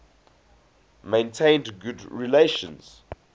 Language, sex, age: English, male, 20